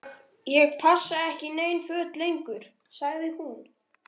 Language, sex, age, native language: Icelandic, male, 13, Icelandic